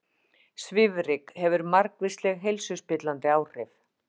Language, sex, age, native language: Icelandic, female, 50-59, Icelandic